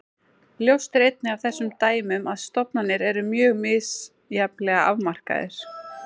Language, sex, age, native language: Icelandic, female, 20-29, Icelandic